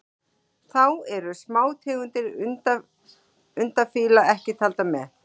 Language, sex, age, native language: Icelandic, female, 40-49, Icelandic